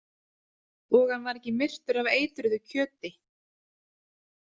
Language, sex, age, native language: Icelandic, female, 30-39, Icelandic